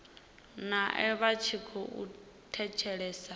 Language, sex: Venda, female